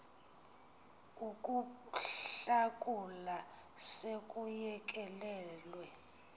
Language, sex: Xhosa, female